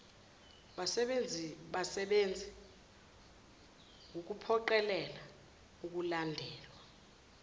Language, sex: Zulu, female